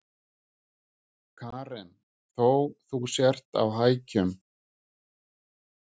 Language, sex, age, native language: Icelandic, male, 50-59, Icelandic